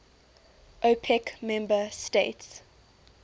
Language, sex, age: English, female, 19